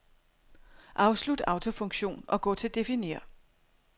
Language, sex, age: Danish, female, 42